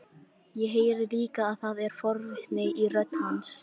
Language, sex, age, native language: Icelandic, female, 13, Icelandic